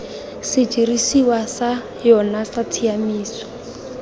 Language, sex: Tswana, female